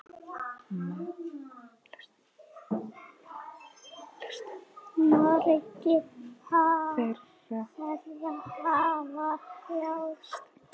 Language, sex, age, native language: Icelandic, male, 6, Icelandic